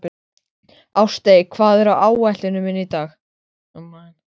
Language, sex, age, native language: Icelandic, male, 13, Icelandic